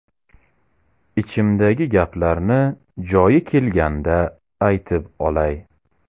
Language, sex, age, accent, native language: Uzbek, male, 18-24, Samarqand, Uzbek